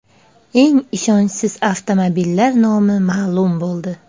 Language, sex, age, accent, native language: Uzbek, female, 35+, Andijon, Uzbek